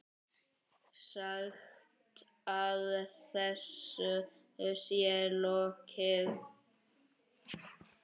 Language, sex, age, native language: Icelandic, male, 9, Icelandic